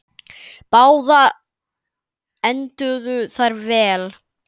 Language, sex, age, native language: Icelandic, male, 9, Icelandic